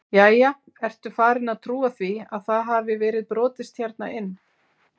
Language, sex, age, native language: Icelandic, female, 40-49, Icelandic